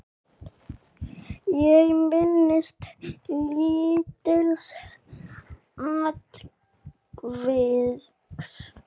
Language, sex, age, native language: Icelandic, male, 6, Icelandic